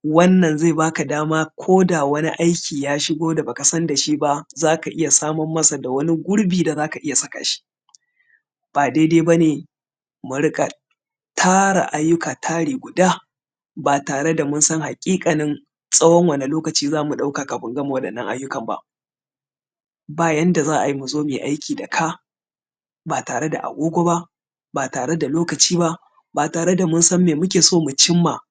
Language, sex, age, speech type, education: Hausa, male, 30-45, spontaneous, tertiary